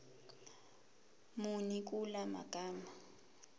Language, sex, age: Zulu, female, 22